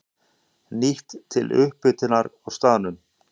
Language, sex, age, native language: Icelandic, male, 40-49, Icelandic